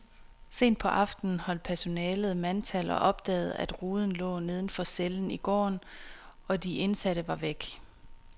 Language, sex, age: Danish, female, 26